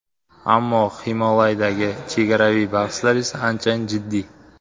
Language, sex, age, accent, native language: Uzbek, male, 25-34, Sirdaryo, Uzbek